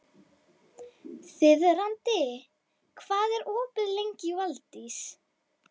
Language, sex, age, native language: Icelandic, female, 11, Icelandic